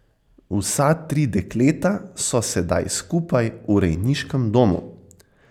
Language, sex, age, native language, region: Slovenian, male, 18-29, Slovenian, Central Slovenia